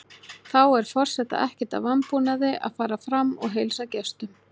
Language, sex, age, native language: Icelandic, female, 40-49, Icelandic